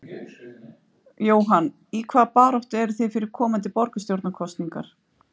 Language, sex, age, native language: Icelandic, female, 50-59, Icelandic